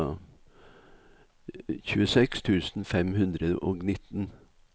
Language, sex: Norwegian, male